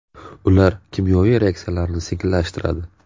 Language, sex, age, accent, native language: Uzbek, male, 18-24, Navoiy, Uzbek